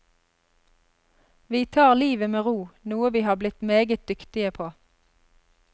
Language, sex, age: Norwegian, female, 32